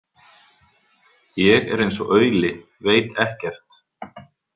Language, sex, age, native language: Icelandic, male, 40-49, Icelandic